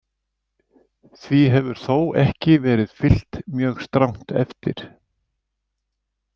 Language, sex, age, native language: Icelandic, male, 70-79, Icelandic